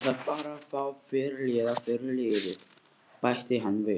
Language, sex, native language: Icelandic, male, Icelandic